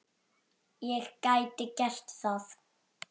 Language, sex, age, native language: Icelandic, male, 8, Icelandic